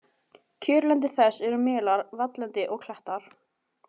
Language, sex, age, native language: Icelandic, female, 18-19, Icelandic